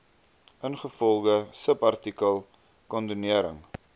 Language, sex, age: Afrikaans, male, 22